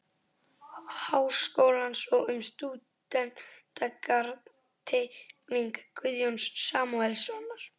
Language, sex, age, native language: Icelandic, male, 11, Icelandic